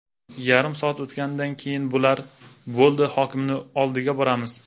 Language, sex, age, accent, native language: Uzbek, male, 19-29, Jizzax, Uzbek